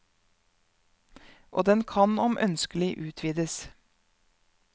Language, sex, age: Norwegian, female, 31